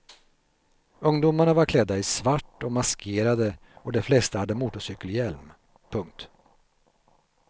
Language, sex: Swedish, male